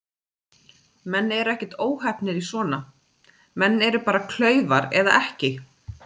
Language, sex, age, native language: Icelandic, female, 30-39, Icelandic